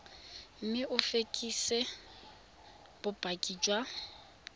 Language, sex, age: Tswana, female, 22